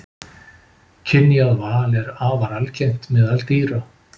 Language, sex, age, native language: Icelandic, male, 50-59, Icelandic